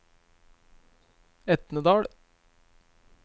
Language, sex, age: Norwegian, male, 23